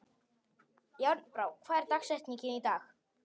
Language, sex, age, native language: Icelandic, male, 18-19, Polish